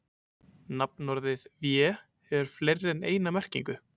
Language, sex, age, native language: Icelandic, male, 20-29, Icelandic